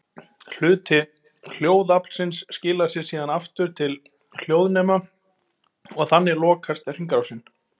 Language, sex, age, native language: Icelandic, male, 20-29, Icelandic